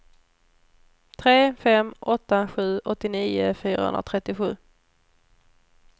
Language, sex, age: Swedish, female, 29